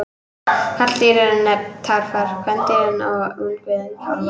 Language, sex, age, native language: Icelandic, female, 18-19, Icelandic